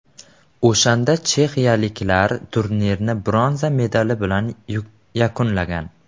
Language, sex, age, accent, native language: Uzbek, male, 12-17, Samarqand, Uzbek